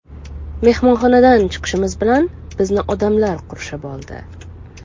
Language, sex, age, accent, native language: Uzbek, female, 18-24, Toshkent shahri, Uzbek